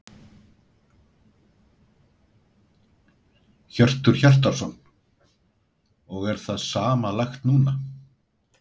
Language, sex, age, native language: Icelandic, male, 60-69, Icelandic